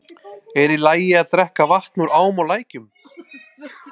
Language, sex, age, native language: Icelandic, male, 20-29, Icelandic